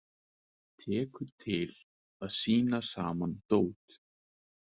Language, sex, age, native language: Icelandic, male, 20-29, Icelandic